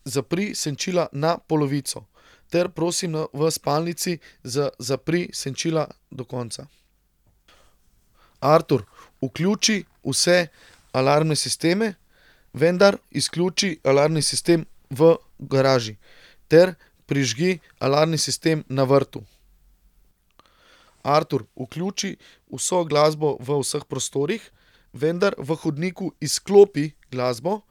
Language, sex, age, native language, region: Slovenian, male, 30-49, Slovenian, Central Slovenia